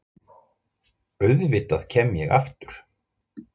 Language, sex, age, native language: Icelandic, male, 40-49, Icelandic